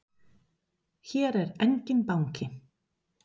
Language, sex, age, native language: Icelandic, female, 30-39, Spanish